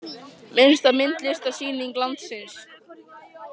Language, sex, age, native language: Icelandic, male, 18-19, Icelandic